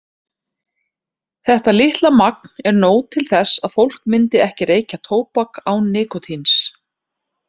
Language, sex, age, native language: Icelandic, female, 30-39, Icelandic